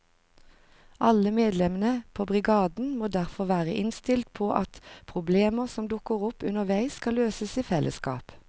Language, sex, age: Norwegian, female, 45